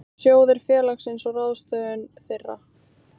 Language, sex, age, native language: Icelandic, female, 18-19, Icelandic